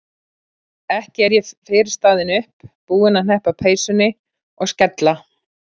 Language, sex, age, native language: Icelandic, female, 40-49, Icelandic